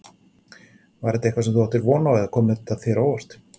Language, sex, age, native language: Icelandic, male, 40-49, Icelandic